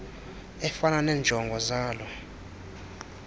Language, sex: Xhosa, male